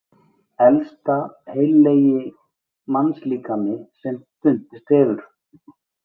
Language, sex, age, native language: Icelandic, male, 20-29, Icelandic